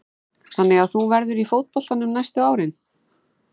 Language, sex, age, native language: Icelandic, female, 40-49, Icelandic